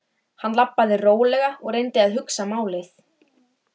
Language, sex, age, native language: Icelandic, female, 13, Icelandic